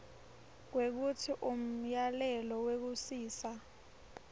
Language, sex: Swati, female